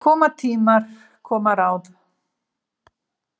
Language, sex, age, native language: Icelandic, female, 70-79, Icelandic